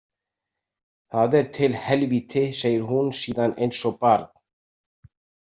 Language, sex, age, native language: Icelandic, male, 60-69, Icelandic